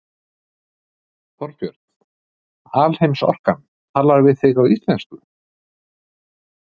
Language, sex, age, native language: Icelandic, male, 50-59, Icelandic